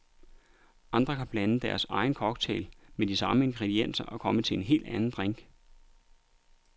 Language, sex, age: Danish, male, 39